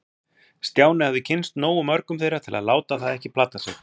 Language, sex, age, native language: Icelandic, male, 40-49, Icelandic